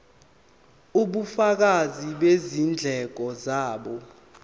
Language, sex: Zulu, male